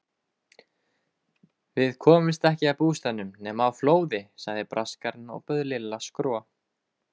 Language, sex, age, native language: Icelandic, male, 20-29, Icelandic